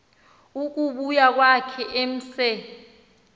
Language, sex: Xhosa, female